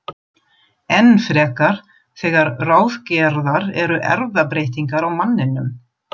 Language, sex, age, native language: Icelandic, female, 40-49, German